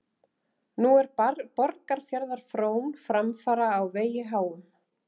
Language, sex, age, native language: Icelandic, female, 30-39, Icelandic